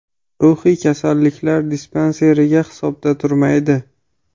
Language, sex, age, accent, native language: Uzbek, male, 25-34, Farg'ona, Uzbek